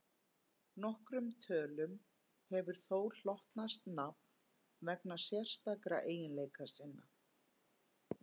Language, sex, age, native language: Icelandic, female, 50-59, Icelandic